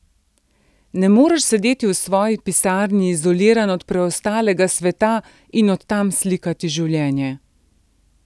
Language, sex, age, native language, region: Slovenian, female, 50-59, Slovenian, Central Slovenia